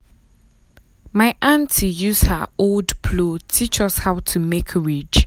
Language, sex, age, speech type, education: Nigerian Pidgin, female, 15-29, spontaneous, tertiary